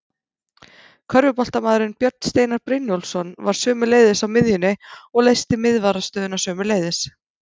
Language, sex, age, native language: Icelandic, female, 30-39, Icelandic